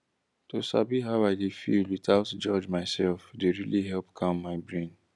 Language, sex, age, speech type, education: Nigerian Pidgin, male, 15-29, spontaneous, tertiary